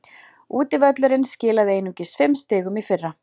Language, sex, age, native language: Icelandic, female, 40-49, Icelandic